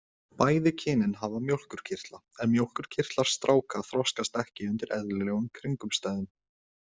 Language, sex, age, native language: Icelandic, male, 20-29, Icelandic